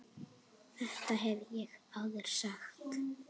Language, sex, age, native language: Icelandic, female, 8, Icelandic